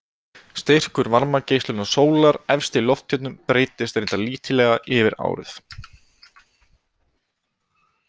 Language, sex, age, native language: Icelandic, male, 20-29, Icelandic